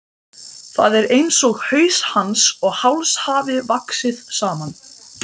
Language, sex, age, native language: Icelandic, male, 12, Icelandic